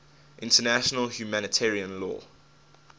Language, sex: English, male